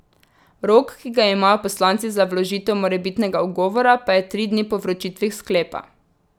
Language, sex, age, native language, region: Slovenian, female, 18-29, Slovenian, Drava region